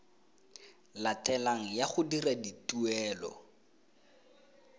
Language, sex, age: Tswana, male, 20